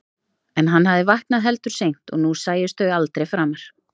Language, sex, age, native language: Icelandic, female, 30-39, Icelandic